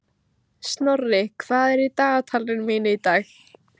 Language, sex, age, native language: Icelandic, female, 15, Icelandic